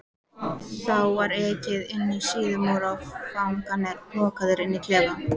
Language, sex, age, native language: Icelandic, female, 14, Icelandic